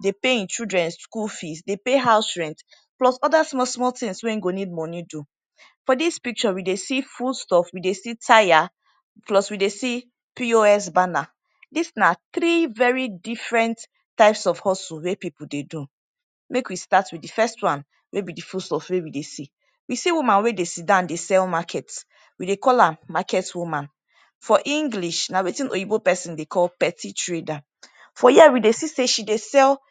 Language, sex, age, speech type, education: Nigerian Pidgin, female, 15-29, spontaneous, tertiary